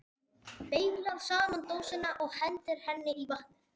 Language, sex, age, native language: Icelandic, male, 40-49, Spanish